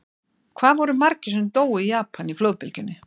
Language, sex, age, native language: Icelandic, female, 60-69, Icelandic